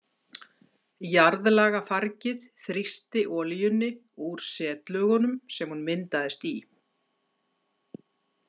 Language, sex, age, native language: Icelandic, female, 60-69, Icelandic